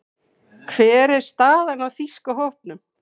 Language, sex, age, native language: Icelandic, female, 40-49, Icelandic